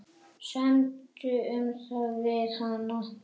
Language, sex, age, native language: Icelandic, male, 8, Icelandic